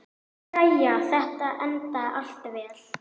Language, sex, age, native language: Icelandic, female, 9, Icelandic